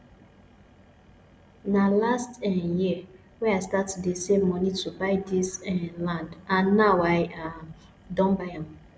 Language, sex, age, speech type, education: Nigerian Pidgin, female, 15-29, spontaneous, tertiary